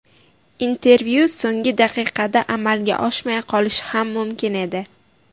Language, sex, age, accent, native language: Uzbek, female, 19-29, Buxoro, Uzbek